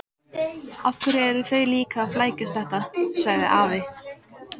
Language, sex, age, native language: Icelandic, female, 14, Icelandic